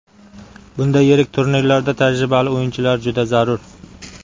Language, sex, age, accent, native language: Uzbek, male, 25-34, Qashqadaryo, Uzbek